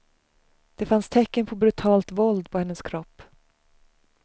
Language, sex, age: Swedish, female, 35